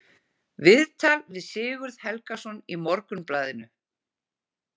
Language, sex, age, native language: Icelandic, female, 40-49, Icelandic